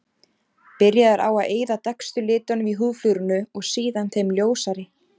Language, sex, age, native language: Icelandic, female, 30-39, Icelandic